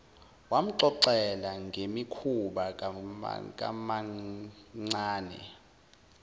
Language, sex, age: Zulu, male, 19